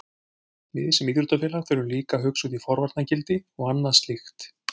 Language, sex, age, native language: Icelandic, male, 40-49, Icelandic